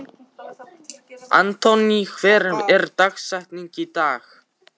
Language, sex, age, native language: Icelandic, male, 13, Icelandic